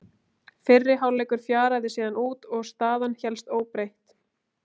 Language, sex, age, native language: Icelandic, female, 20-29, Icelandic